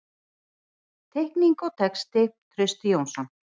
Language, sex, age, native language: Icelandic, female, 40-49, Icelandic